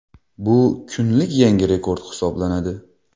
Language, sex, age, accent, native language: Uzbek, male, 19-29, Xorazm, Uzbek